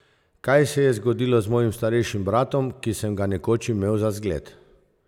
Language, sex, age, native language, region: Slovenian, male, 50-59, Slovenian, Zasavska region